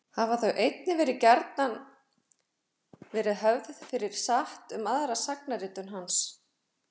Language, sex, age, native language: Icelandic, female, 40-49, Icelandic